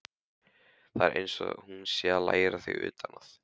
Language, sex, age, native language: Icelandic, male, 15, Icelandic